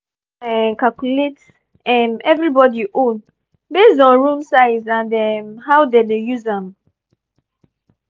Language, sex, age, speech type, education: Nigerian Pidgin, female, 15-29, spontaneous, tertiary